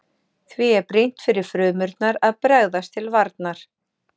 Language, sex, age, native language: Icelandic, female, 40-49, Icelandic